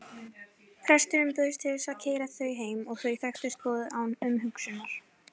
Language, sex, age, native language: Icelandic, female, 18-19, Icelandic